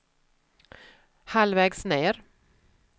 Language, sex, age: Swedish, female, 44